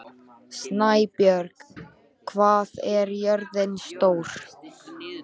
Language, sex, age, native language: Icelandic, male, 13, Icelandic